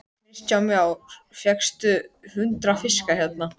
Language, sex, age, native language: Icelandic, male, 12, Icelandic